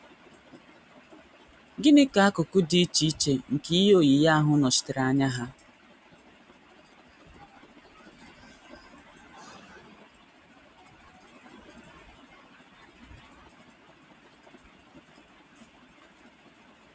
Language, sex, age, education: Igbo, female, 15-29, tertiary